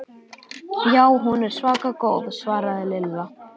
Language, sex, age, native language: Icelandic, male, 11, Icelandic